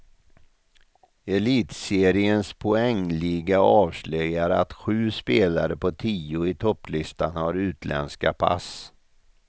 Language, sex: Swedish, male